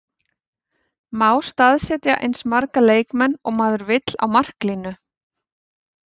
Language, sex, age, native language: Icelandic, female, 40-49, Icelandic